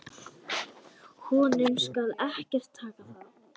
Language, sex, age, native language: Icelandic, male, 10, Icelandic